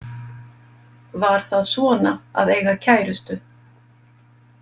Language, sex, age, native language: Icelandic, female, 50-59, Icelandic